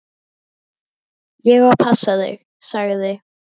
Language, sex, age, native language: Icelandic, female, 12, Icelandic